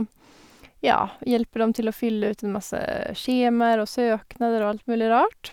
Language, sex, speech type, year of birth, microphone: Norwegian, female, spontaneous, 1985, Sennheiser